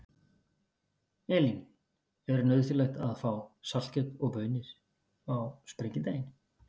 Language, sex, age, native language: Icelandic, male, 50-59, Icelandic